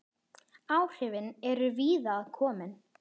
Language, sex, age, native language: Icelandic, female, 10, Icelandic